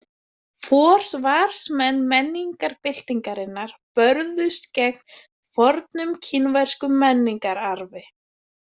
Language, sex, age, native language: Icelandic, female, 20-29, Icelandic